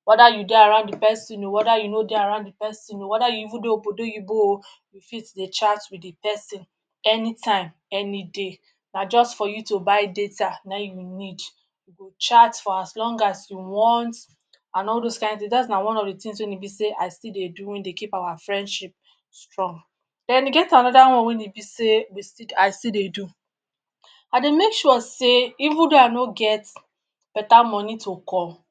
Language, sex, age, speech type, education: Nigerian Pidgin, male, 60+, spontaneous, tertiary